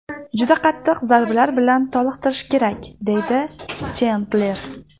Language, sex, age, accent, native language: Uzbek, female, 18-24, Namangan, Uzbek